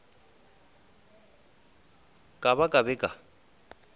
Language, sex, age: Northern Sotho, male, 20